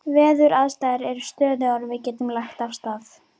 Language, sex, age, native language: Icelandic, female, 13, Icelandic